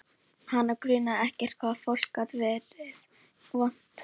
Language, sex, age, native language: Icelandic, female, 11, Icelandic